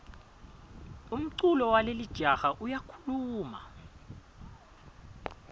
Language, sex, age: Swati, male, 22